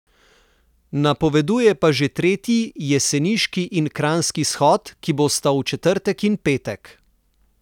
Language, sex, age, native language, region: Slovenian, male, 30-49, Slovenian, Southeast Slovenia